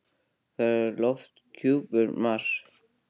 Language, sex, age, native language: Icelandic, male, 18-19, Icelandic